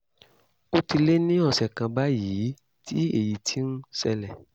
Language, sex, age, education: Yoruba, male, 30-45, tertiary